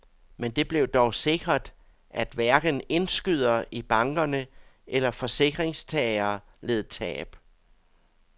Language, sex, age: Danish, male, 62